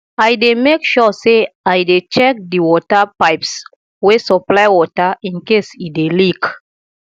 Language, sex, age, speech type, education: Nigerian Pidgin, female, 30-45, spontaneous, tertiary